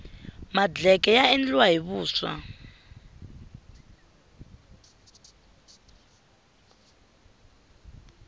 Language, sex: Tsonga, female